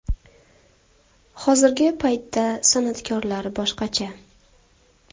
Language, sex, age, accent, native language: Uzbek, female, 19-29, Farg'ona, Uzbek